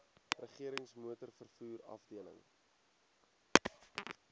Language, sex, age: Afrikaans, male, 18